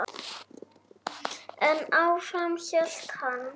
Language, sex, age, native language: Icelandic, male, 6, Icelandic